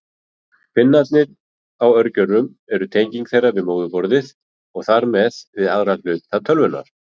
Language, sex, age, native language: Icelandic, male, 40-49, Icelandic